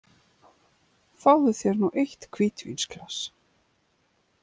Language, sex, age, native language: Icelandic, female, 50-59, Icelandic